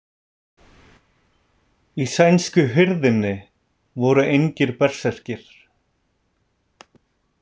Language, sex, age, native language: Icelandic, male, 30-39, Icelandic